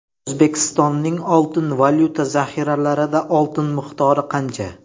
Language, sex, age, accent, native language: Uzbek, male, 18-24, Surxondaryo, Uzbek